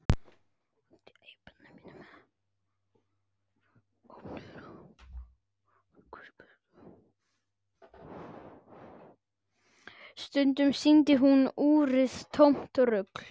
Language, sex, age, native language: Icelandic, male, 10, Icelandic